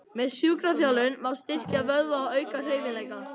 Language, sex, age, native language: Icelandic, male, 18-19, Icelandic